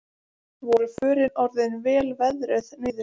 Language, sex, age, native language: Icelandic, female, 20-29, Icelandic